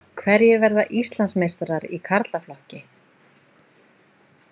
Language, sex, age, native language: Icelandic, female, 20-29, Icelandic